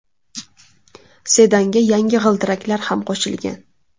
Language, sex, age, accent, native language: Uzbek, female, 19-29, Toshkent shahri, Uzbek